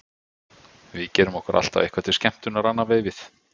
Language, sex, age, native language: Icelandic, male, 50-59, Icelandic